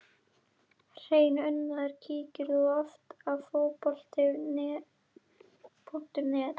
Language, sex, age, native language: Icelandic, female, 11, Icelandic